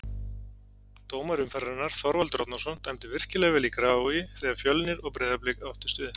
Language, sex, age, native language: Icelandic, male, 40-49, Icelandic